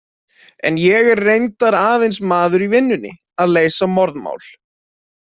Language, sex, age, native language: Icelandic, male, 20-29, Icelandic